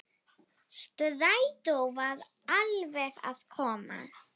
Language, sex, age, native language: Icelandic, female, 7, Icelandic